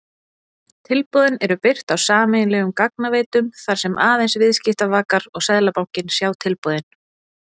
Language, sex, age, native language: Icelandic, female, 40-49, Icelandic